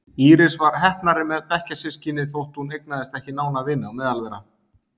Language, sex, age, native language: Icelandic, male, 30-39, Icelandic